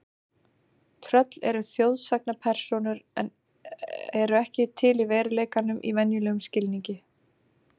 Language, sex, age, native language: Icelandic, female, 30-39, Icelandic